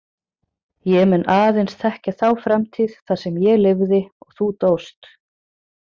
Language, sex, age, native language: Icelandic, female, 30-39, Icelandic